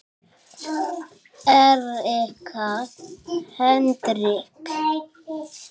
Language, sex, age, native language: Icelandic, male, 7, Icelandic